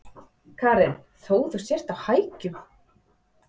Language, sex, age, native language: Icelandic, female, 40-49, Icelandic